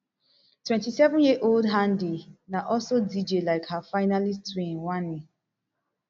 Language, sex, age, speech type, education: Nigerian Pidgin, female, 15-29, spontaneous, tertiary